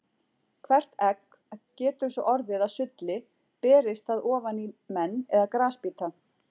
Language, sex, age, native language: Icelandic, female, 40-49, Icelandic